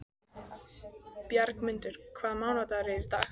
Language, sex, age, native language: Icelandic, female, 14, Icelandic